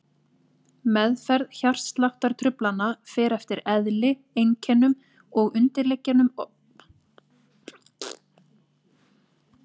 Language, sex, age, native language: Icelandic, female, 30-39, Icelandic